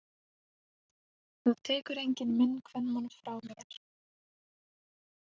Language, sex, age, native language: Icelandic, female, 18-19, Icelandic